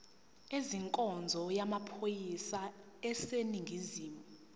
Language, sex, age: Zulu, female, 19